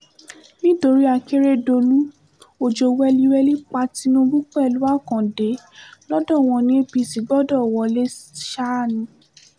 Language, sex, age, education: Yoruba, female, 15-29, tertiary